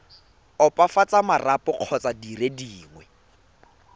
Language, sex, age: Tswana, male, 24